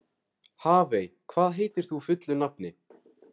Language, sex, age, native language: Icelandic, male, 18-19, Icelandic